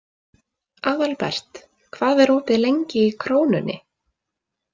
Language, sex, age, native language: Icelandic, female, 20-29, Icelandic